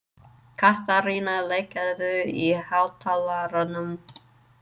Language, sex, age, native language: Icelandic, female, 30-39, English